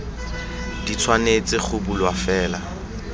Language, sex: Tswana, male